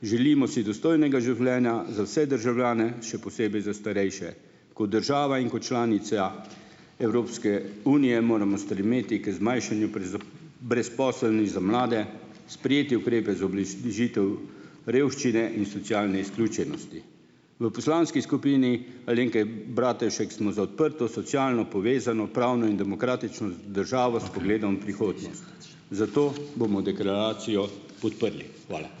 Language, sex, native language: Slovenian, male, Slovenian